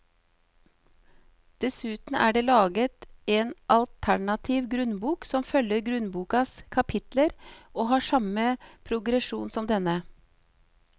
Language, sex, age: Norwegian, female, 38